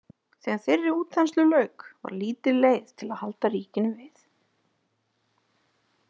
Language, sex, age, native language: Icelandic, female, 30-39, Icelandic